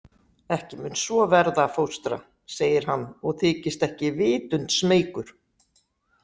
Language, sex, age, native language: Icelandic, female, 60-69, Icelandic